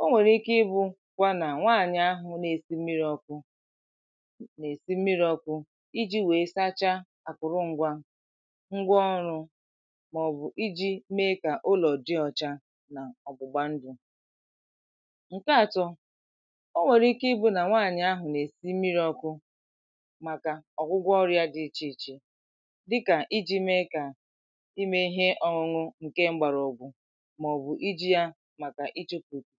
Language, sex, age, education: Igbo, female, 15-29, tertiary